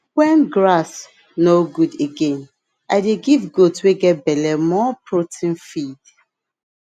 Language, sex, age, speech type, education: Nigerian Pidgin, female, 30-45, spontaneous, tertiary